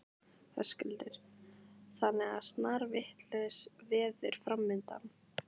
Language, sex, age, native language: Icelandic, female, 15, Icelandic